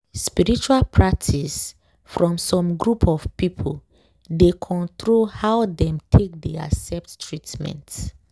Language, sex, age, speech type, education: Nigerian Pidgin, female, 15-29, spontaneous, tertiary